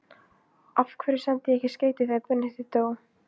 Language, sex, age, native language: Icelandic, female, 15, Icelandic